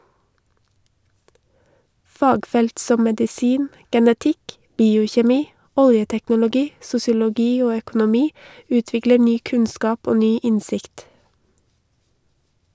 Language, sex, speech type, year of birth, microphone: Norwegian, female, read, 1982, Shure